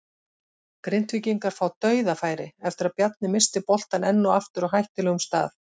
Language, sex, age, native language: Icelandic, female, 40-49, Icelandic